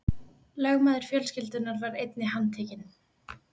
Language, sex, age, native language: Icelandic, female, 20-29, Icelandic